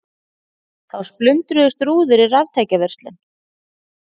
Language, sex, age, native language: Icelandic, female, 40-49, Icelandic